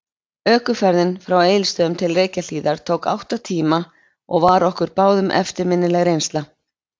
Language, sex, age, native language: Icelandic, female, 20-29, Icelandic